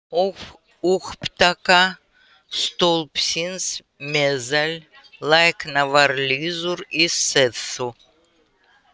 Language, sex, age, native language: Icelandic, female, 80-89, Russian